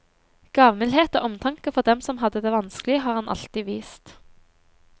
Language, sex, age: Norwegian, female, 23